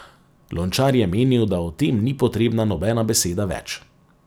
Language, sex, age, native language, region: Slovenian, male, 30-49, Slovenian, Savinja region